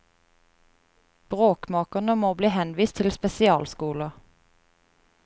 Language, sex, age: Norwegian, female, 30